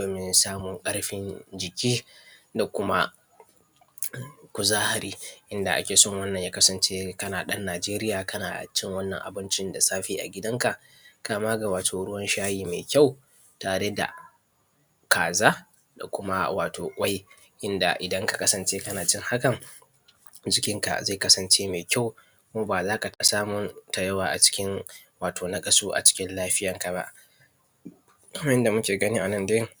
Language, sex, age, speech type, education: Hausa, male, 15-29, spontaneous, tertiary